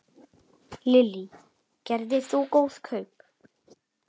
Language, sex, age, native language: Icelandic, male, 8, Icelandic